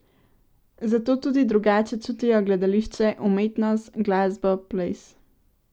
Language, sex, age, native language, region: Slovenian, female, 18-29, Slovenian, Central Slovenia